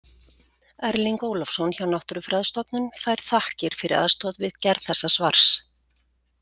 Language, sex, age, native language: Icelandic, female, 40-49, Icelandic